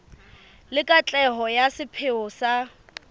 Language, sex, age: Southern Sotho, female, 24